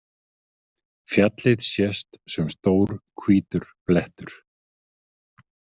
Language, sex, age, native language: Icelandic, male, 50-59, Icelandic